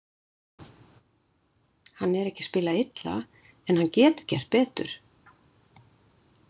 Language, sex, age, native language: Icelandic, female, 60-69, Icelandic